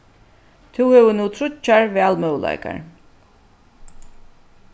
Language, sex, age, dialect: Faroese, female, 36-60, Suðuroy